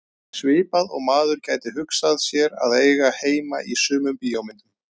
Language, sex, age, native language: Icelandic, male, 30-39, Icelandic